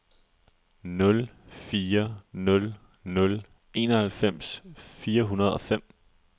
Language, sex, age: Danish, male, 20